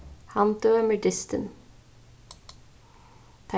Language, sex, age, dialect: Faroese, female, 15-35, Suðurstreymoy